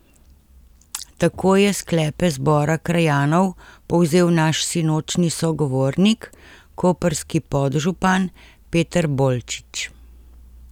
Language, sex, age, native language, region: Slovenian, female, 50-59, Slovenian, Central Slovenia